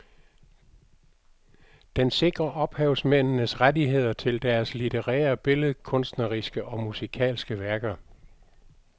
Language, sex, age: Danish, male, 62